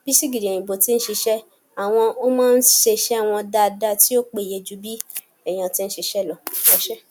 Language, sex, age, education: Yoruba, female, 46-60, tertiary